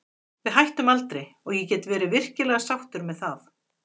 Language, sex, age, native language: Icelandic, female, 40-49, Icelandic